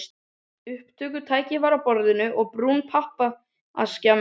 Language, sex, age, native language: Icelandic, other, 12, Icelandic